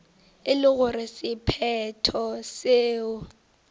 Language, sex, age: Northern Sotho, female, 18